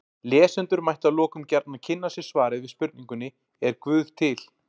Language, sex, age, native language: Icelandic, male, 40-49, Icelandic